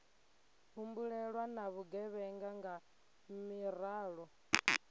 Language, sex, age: Venda, female, 22